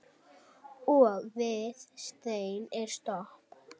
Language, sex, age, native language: Icelandic, female, 9, Icelandic